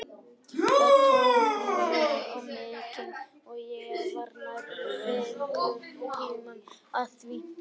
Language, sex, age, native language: Icelandic, other, 18-19, Icelandic